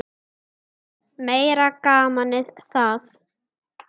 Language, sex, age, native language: Icelandic, female, 10, Icelandic